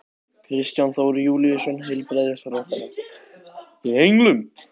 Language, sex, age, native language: Icelandic, other, 15, Icelandic